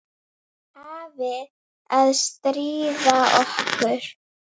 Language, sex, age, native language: Icelandic, female, 9, Icelandic